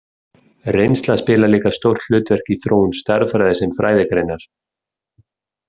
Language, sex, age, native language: Icelandic, male, 30-39, Icelandic